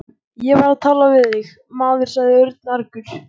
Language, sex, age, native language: Icelandic, male, 14, Icelandic